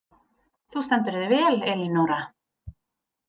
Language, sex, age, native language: Icelandic, female, 30-39, Icelandic